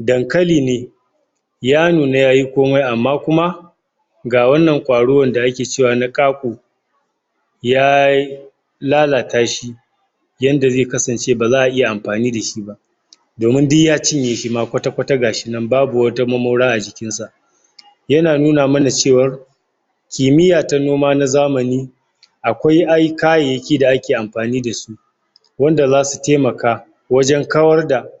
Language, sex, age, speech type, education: Hausa, male, 60+, spontaneous, tertiary